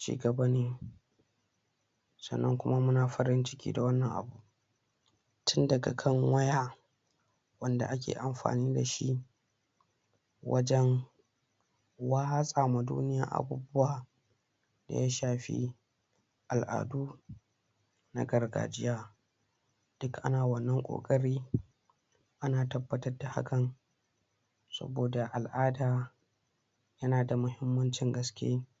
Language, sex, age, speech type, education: Hausa, male, 60+, spontaneous, tertiary